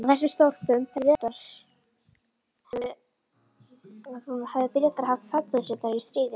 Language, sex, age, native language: Icelandic, female, 11, Icelandic